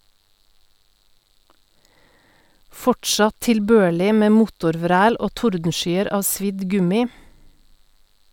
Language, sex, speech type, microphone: Norwegian, female, read, Sennheiser